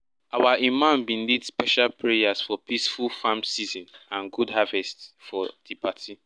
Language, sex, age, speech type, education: Nigerian Pidgin, male, 15-29, spontaneous, secondary